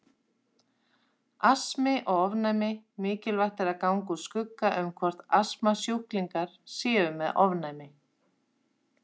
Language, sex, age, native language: Icelandic, female, 30-39, Icelandic